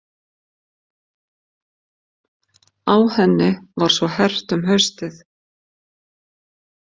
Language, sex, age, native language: Icelandic, female, 50-59, Icelandic